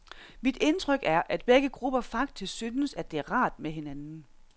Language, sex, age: Danish, female, 46